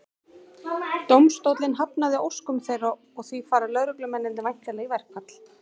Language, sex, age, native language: Icelandic, female, 30-39, Icelandic